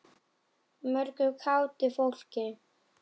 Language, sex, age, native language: Icelandic, female, 10, Icelandic